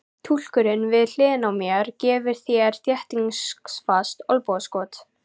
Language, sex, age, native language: Icelandic, female, 14, Icelandic